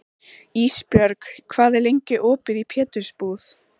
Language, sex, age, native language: Icelandic, female, 14, Icelandic